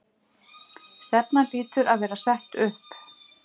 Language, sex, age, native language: Icelandic, female, 50-59, Icelandic